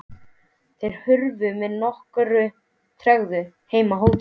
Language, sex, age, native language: Icelandic, male, 12, Icelandic